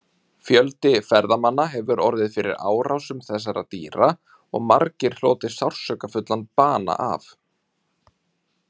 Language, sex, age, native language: Icelandic, male, 30-39, Icelandic